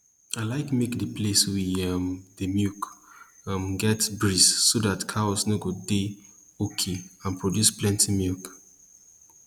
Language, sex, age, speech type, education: Nigerian Pidgin, male, 15-29, spontaneous, tertiary